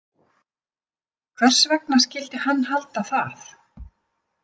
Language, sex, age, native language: Icelandic, female, 50-59, Icelandic